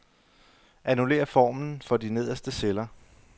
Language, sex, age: Danish, male, 35